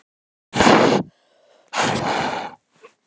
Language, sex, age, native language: Icelandic, male, 13, Icelandic